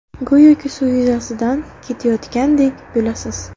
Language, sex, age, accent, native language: Uzbek, female, 18-24, Navoiy, Uzbek